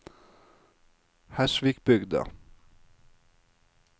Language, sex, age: Norwegian, male, 36